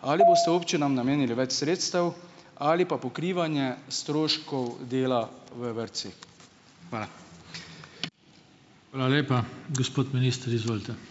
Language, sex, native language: Slovenian, male, Slovenian